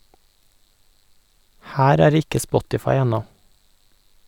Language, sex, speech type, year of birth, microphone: Norwegian, male, read, 1988, Sennheiser